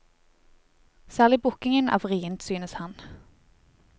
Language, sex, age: Norwegian, female, 20